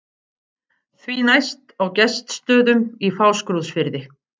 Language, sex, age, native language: Icelandic, female, 50-59, Icelandic